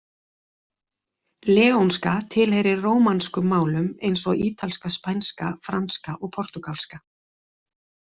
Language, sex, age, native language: Icelandic, female, 40-49, Icelandic